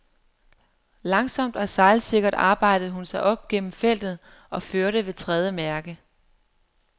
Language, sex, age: Danish, female, 23